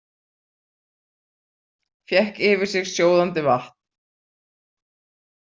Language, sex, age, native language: Icelandic, female, 40-49, Icelandic